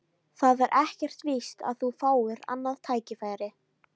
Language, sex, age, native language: Icelandic, female, 13, Icelandic